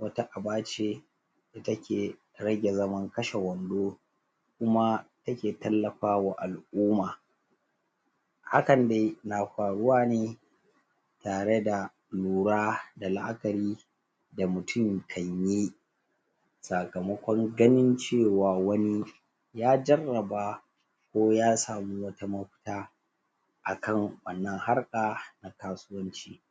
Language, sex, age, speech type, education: Hausa, male, 30-45, spontaneous, tertiary